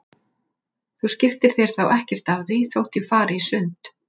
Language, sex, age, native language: Icelandic, female, 40-49, Icelandic